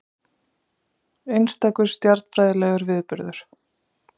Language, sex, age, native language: Icelandic, female, 30-39, Icelandic